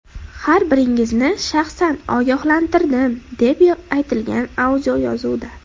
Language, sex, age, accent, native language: Uzbek, female, under 19, Andijon, Uzbek